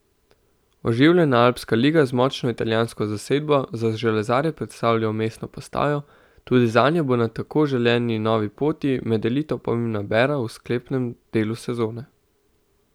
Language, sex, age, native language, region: Slovenian, male, 18-29, Slovenian, Central Slovenia